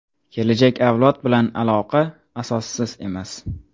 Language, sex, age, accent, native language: Uzbek, male, 18-24, Toshkent shahri, Uzbek